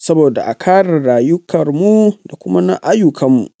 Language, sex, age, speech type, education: Hausa, male, 15-29, spontaneous, tertiary